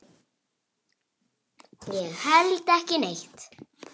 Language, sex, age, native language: Icelandic, female, 8, Icelandic